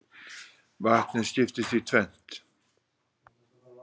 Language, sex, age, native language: Icelandic, male, 60-69, Icelandic